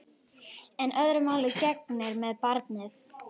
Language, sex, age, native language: Icelandic, female, 11, Icelandic